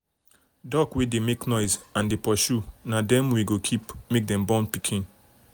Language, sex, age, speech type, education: Nigerian Pidgin, male, 30-45, spontaneous, tertiary